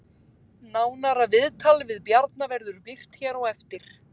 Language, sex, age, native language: Icelandic, female, 20-29, Icelandic